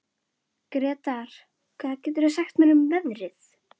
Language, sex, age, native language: Icelandic, female, 11, Icelandic